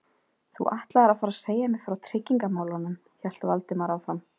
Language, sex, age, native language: Icelandic, female, 20-29, Icelandic